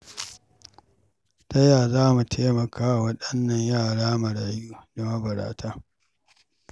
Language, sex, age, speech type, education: Hausa, male, 46-60, read, secondary